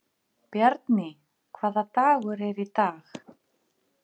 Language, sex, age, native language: Icelandic, female, 50-59, Icelandic